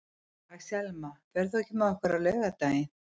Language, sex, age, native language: Icelandic, female, 50-59, Icelandic